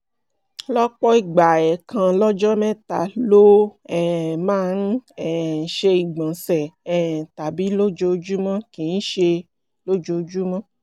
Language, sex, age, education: Yoruba, female, 30-45, tertiary